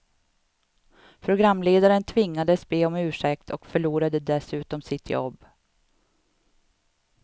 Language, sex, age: Swedish, female, 52